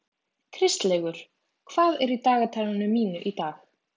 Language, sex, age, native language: Icelandic, female, 20-29, Icelandic